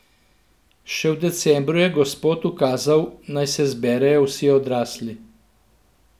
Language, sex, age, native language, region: Slovenian, male, 50-59, Slovenian, Central Slovenia